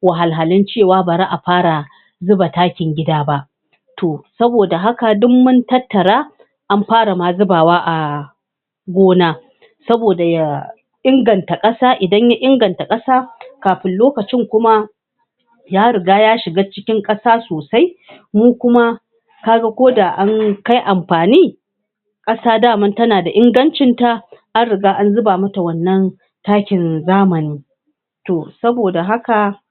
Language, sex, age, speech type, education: Hausa, female, 46-60, spontaneous, tertiary